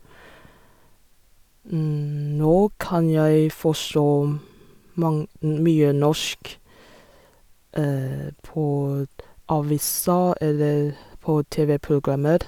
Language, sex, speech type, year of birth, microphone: Norwegian, female, spontaneous, 1987, Sennheiser